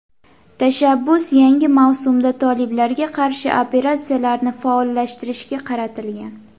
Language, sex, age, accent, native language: Uzbek, female, 19-29, Andijon, Uzbek